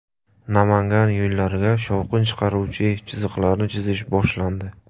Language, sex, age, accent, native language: Uzbek, male, 25-34, Buxoro, Uzbek